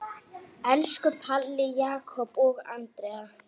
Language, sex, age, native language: Icelandic, female, 9, Icelandic